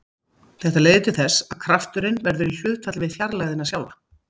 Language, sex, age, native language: Icelandic, female, 50-59, Icelandic